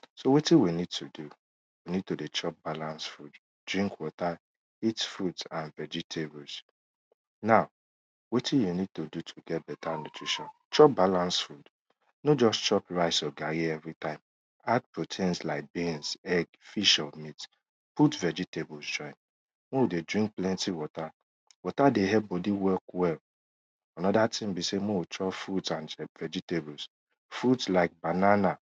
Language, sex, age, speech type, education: Nigerian Pidgin, male, 15-29, spontaneous, tertiary